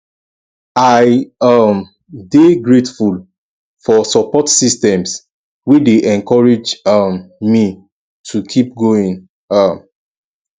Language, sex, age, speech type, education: Nigerian Pidgin, male, 15-29, spontaneous, tertiary